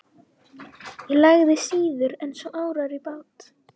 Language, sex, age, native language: Icelandic, female, 12, Icelandic